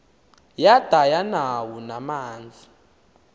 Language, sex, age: Xhosa, male, 19